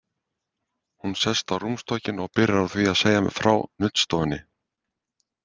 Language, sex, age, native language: Icelandic, male, 50-59, Icelandic